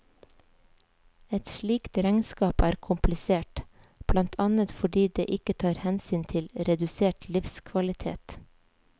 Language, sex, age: Norwegian, female, 37